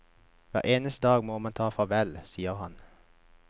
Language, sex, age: Norwegian, male, 21